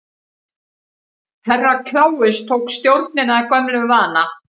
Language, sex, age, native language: Icelandic, female, 50-59, Icelandic